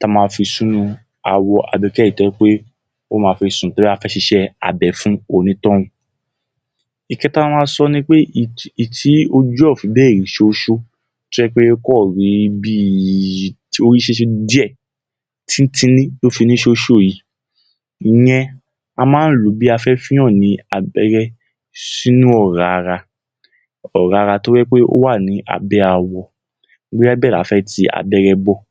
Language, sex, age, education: Yoruba, male, 15-29, tertiary